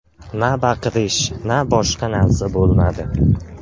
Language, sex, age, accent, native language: Uzbek, male, 18-24, Samarqand, Uzbek